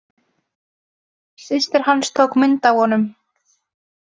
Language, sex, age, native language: Icelandic, female, 20-29, Icelandic